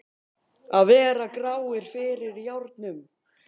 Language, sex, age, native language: Icelandic, male, 18-19, Icelandic